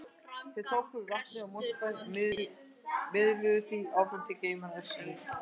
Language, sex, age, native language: Icelandic, female, 60-69, Icelandic